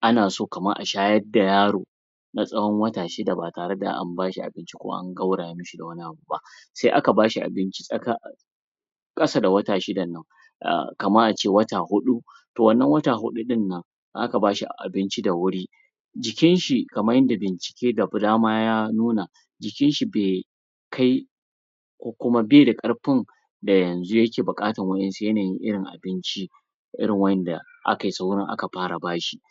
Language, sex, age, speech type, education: Hausa, male, 30-45, spontaneous, tertiary